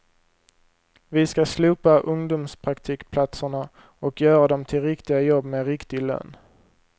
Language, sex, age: Swedish, male, 23